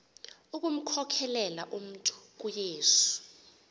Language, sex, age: Xhosa, female, 28